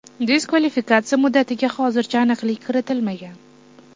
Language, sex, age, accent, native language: Uzbek, female, 18-24, Toshkent shahri, Uzbek